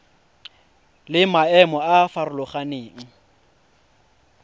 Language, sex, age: Tswana, male, 20